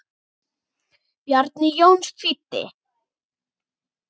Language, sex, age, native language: Icelandic, female, 9, Icelandic